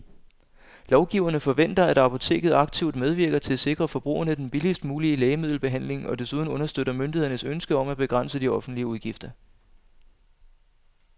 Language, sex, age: Danish, male, 25